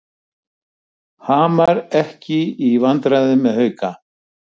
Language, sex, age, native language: Icelandic, male, 70-79, Icelandic